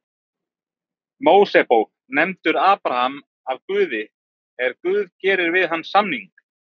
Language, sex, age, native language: Icelandic, male, 30-39, Icelandic